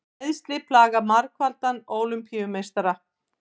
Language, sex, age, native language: Icelandic, female, 50-59, Icelandic